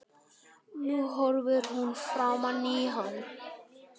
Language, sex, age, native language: Icelandic, male, 12, Icelandic